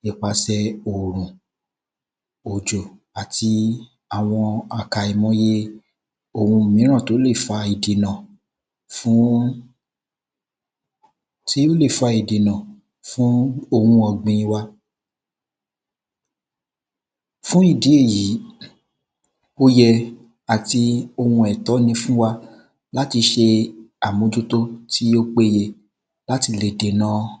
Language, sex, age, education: Yoruba, male, 15-29, tertiary